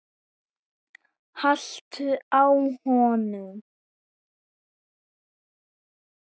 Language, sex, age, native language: Icelandic, male, 7, Icelandic